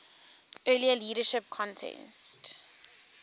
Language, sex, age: English, female, 19